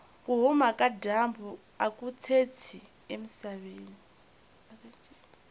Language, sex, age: Tsonga, female, 20